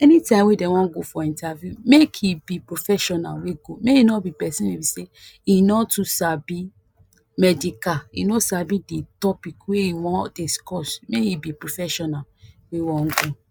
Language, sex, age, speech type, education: Nigerian Pidgin, female, 15-29, spontaneous, tertiary